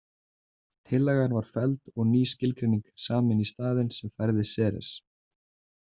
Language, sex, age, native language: Icelandic, male, 20-29, Icelandic